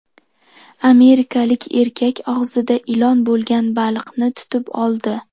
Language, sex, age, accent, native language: Uzbek, female, under 19, Toshkent shahri, Uzbek